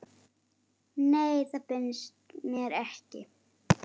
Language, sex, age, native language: Icelandic, female, 8, Icelandic